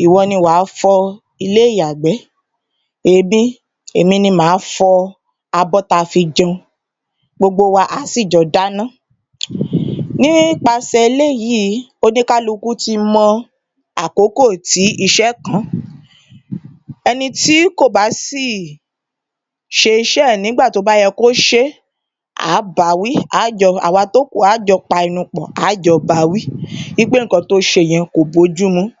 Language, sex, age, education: Yoruba, female, 30-45, tertiary